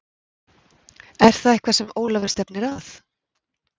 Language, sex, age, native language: Icelandic, female, 40-49, Icelandic